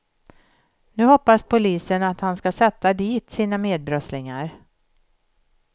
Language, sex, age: Swedish, female, 51